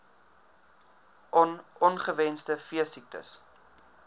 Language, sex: Afrikaans, male